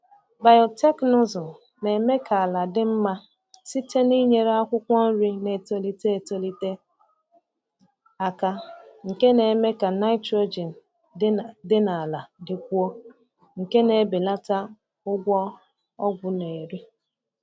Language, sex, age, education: Igbo, female, 30-45, tertiary